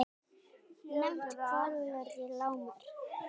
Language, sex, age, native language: Icelandic, female, 18-19, Icelandic